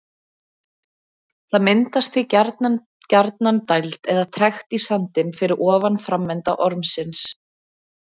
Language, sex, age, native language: Icelandic, female, 20-29, Icelandic